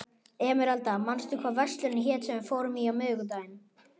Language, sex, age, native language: Icelandic, male, 11, Icelandic